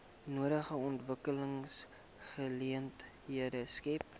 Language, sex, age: Afrikaans, male, 18